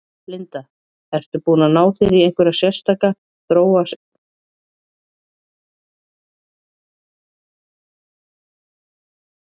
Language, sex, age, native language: Icelandic, female, 40-49, Icelandic